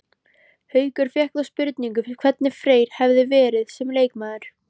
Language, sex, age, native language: Icelandic, female, 13, Icelandic